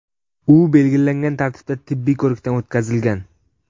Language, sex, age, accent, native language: Uzbek, male, 12-17, Sirdaryo, Uzbek